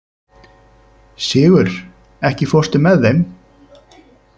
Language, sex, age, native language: Icelandic, male, 30-39, Icelandic